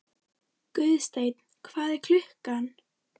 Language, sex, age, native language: Icelandic, female, 13, Icelandic